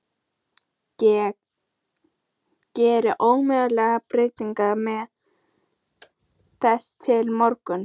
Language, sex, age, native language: Icelandic, female, 14, Icelandic